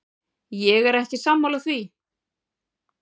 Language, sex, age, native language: Icelandic, female, 40-49, Icelandic